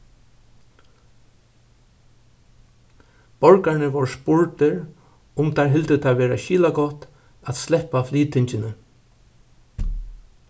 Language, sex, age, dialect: Faroese, male, 61+, Suðurstreymoy